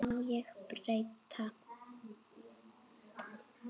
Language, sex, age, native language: Icelandic, female, 8, Icelandic